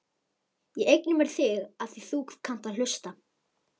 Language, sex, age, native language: Icelandic, male, 11, Icelandic